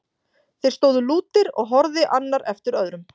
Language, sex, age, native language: Icelandic, female, 40-49, Icelandic